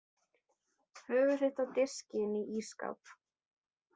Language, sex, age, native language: Icelandic, female, 20-29, Icelandic